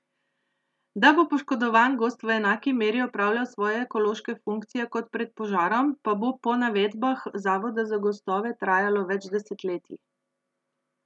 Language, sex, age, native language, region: Slovenian, female, 30-49, Slovenian, Central Slovenia